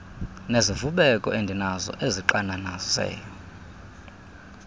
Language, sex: Xhosa, male